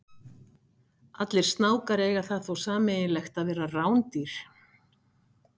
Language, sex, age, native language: Icelandic, female, 60-69, Icelandic